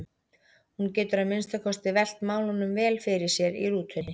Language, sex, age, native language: Icelandic, female, 30-39, Icelandic